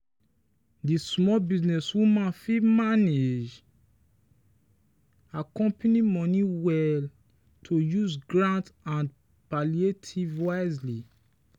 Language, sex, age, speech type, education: Nigerian Pidgin, male, 15-29, spontaneous, tertiary